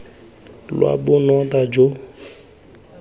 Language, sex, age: Tswana, male, 20